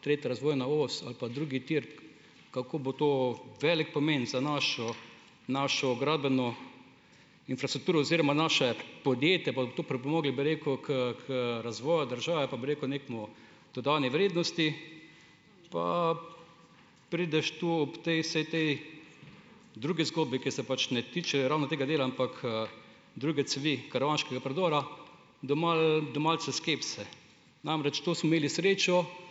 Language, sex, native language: Slovenian, male, Slovenian